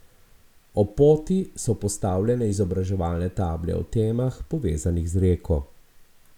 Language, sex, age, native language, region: Slovenian, male, 50-59, Slovenian, Abroad